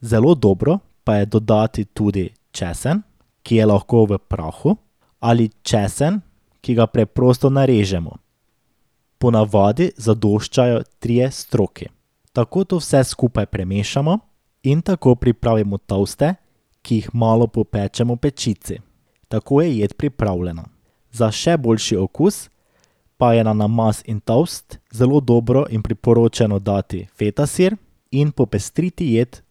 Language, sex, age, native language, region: Slovenian, male, 18-29, Slovenian, Drava region